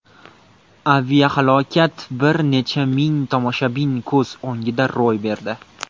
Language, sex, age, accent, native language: Uzbek, male, 18-24, Farg'ona, Uzbek